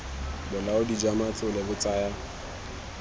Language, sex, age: Tswana, male, 19